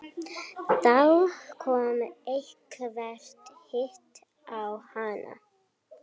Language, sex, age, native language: Icelandic, female, 12, Icelandic